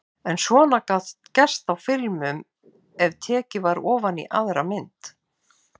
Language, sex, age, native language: Icelandic, female, 50-59, Icelandic